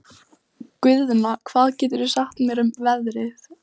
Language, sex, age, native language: Icelandic, female, 14, Icelandic